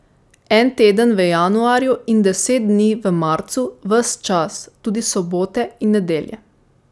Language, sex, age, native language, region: Slovenian, female, 18-29, Slovenian, Savinja region